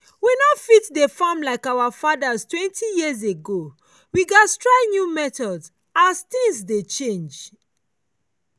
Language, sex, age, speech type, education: Nigerian Pidgin, female, 30-45, spontaneous, tertiary